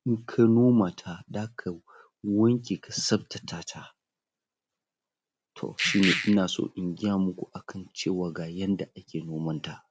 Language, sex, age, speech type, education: Hausa, male, 30-45, spontaneous, tertiary